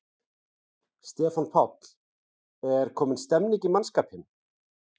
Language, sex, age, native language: Icelandic, male, 40-49, Icelandic